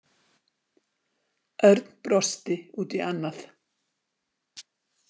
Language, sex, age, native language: Icelandic, female, 60-69, Icelandic